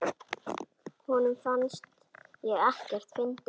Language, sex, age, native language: Icelandic, female, 8, Icelandic